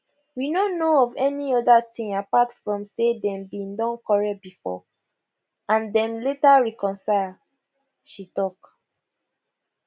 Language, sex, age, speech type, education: Nigerian Pidgin, female, 15-29, spontaneous, tertiary